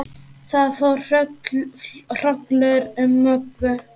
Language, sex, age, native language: Icelandic, male, 8, Icelandic